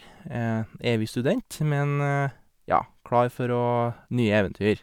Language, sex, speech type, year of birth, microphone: Norwegian, male, spontaneous, 1983, Sennheiser